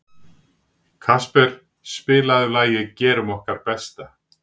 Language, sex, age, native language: Icelandic, male, 60-69, Icelandic